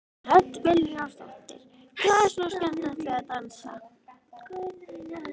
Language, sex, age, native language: Icelandic, female, 13, Icelandic